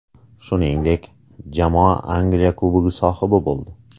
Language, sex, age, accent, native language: Uzbek, male, 25-34, Qoraqalpog'iston, Uzbek